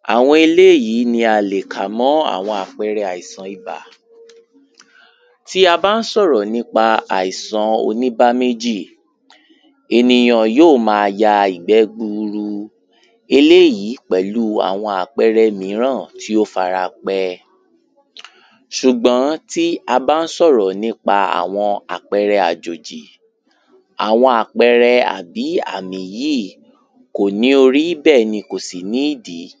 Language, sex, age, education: Yoruba, male, 15-29, tertiary